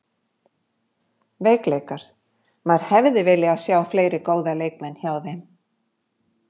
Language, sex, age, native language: Icelandic, female, 50-59, Icelandic